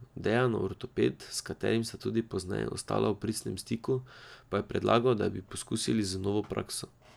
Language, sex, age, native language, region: Slovenian, male, 18-29, Slovenian, Drava region